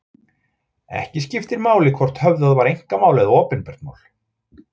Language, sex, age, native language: Icelandic, male, 40-49, Icelandic